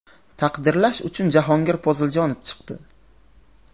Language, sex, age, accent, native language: Uzbek, male, 18-24, Qashqadaryo, Uzbek